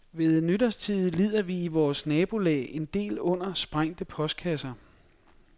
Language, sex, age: Danish, male, 42